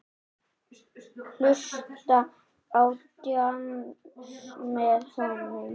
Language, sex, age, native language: Icelandic, male, 9, Icelandic